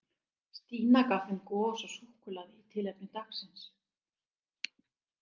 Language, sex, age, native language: Icelandic, female, 60-69, Icelandic